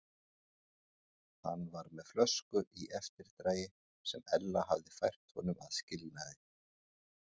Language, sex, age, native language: Icelandic, male, 40-49, Icelandic